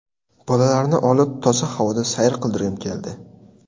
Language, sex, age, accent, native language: Uzbek, male, 18-24, Sirdaryo, Uzbek